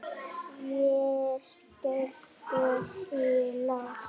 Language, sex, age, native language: Icelandic, female, 8, Icelandic